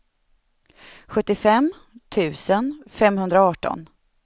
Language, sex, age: Swedish, female, 31